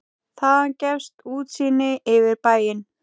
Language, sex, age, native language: Icelandic, female, 10, Icelandic